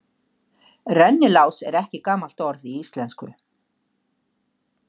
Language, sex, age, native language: Icelandic, female, 60-69, Icelandic